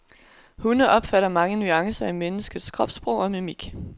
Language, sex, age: Danish, female, 22